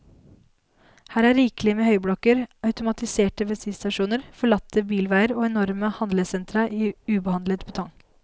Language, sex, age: Norwegian, female, 19